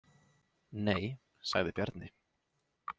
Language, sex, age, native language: Icelandic, male, 20-29, Icelandic